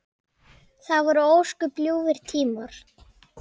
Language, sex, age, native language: Icelandic, male, 8, Icelandic